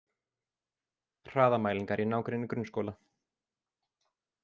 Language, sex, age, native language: Icelandic, male, 20-29, Icelandic